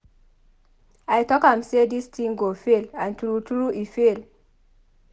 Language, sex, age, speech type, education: Nigerian Pidgin, female, 15-29, read, tertiary